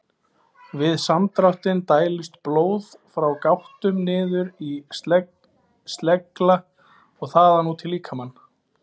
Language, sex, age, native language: Icelandic, male, 20-29, Icelandic